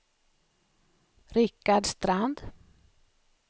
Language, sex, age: Swedish, female, 56